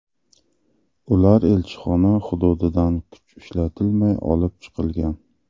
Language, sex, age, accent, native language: Uzbek, male, 35+, Qashqadaryo, Uzbek